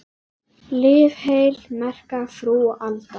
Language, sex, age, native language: Icelandic, female, 10, Icelandic